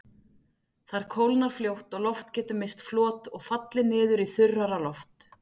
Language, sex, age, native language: Icelandic, female, 40-49, Icelandic